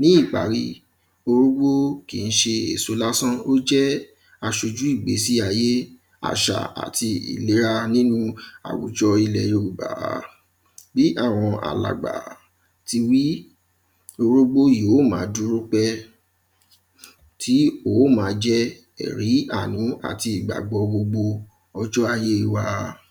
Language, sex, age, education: Yoruba, male, 15-29, primary